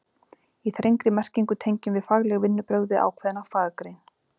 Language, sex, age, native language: Icelandic, female, 40-49, Icelandic